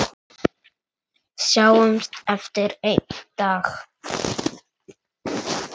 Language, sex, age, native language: Icelandic, male, 9, Icelandic